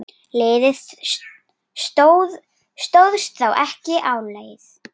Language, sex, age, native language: Icelandic, female, 10, Icelandic